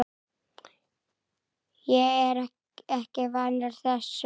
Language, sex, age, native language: Icelandic, male, 9, Icelandic